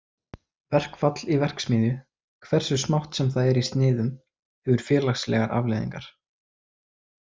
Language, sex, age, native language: Icelandic, male, 20-29, Icelandic